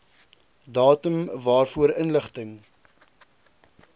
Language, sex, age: Afrikaans, male, 20